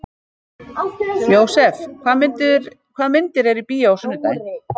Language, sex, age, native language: Icelandic, female, 50-59, Icelandic